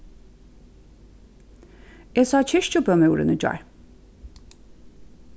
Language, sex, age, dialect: Faroese, female, 36-60, Suðurstreymoy